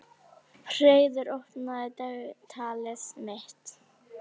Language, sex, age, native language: Icelandic, female, 11, Icelandic